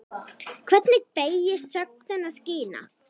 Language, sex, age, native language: Icelandic, female, 10, Icelandic